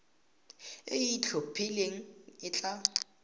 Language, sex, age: Tswana, male, 18